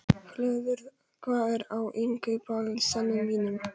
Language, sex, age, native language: Icelandic, male, 11, Polish